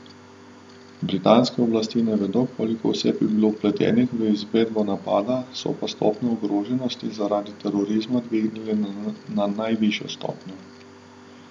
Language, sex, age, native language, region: Slovenian, male, 30-49, Slovenian, Southeast Slovenia